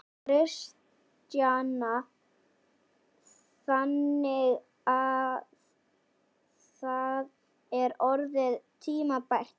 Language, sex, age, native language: Icelandic, female, 12, Icelandic